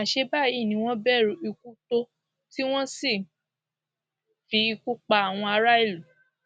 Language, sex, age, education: Yoruba, female, 46-60, secondary